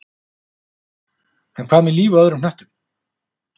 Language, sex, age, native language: Icelandic, male, 40-49, Icelandic